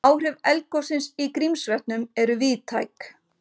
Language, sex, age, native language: Icelandic, female, 50-59, Icelandic